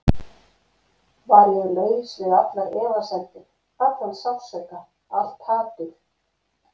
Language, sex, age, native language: Icelandic, female, 50-59, Icelandic